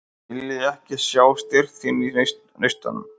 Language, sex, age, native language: Icelandic, male, 50-59, Icelandic